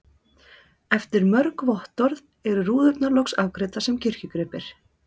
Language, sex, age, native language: Icelandic, female, 30-39, Icelandic